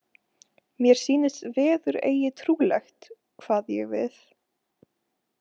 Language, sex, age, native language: Icelandic, female, 18-19, Icelandic